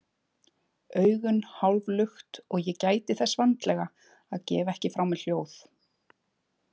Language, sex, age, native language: Icelandic, female, 20-29, Icelandic